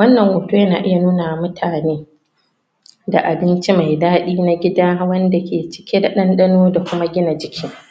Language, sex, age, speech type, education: Hausa, female, 30-45, spontaneous, tertiary